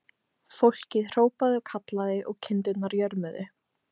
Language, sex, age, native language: Icelandic, female, 15, Icelandic